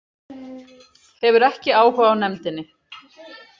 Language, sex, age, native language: Icelandic, female, 30-39, Icelandic